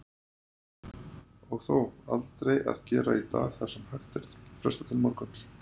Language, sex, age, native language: Icelandic, male, 30-39, Icelandic